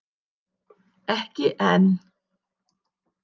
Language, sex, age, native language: Icelandic, female, 60-69, Icelandic